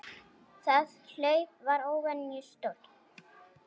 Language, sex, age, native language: Icelandic, female, 18-19, Icelandic